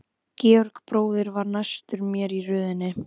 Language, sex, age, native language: Icelandic, female, 12, Icelandic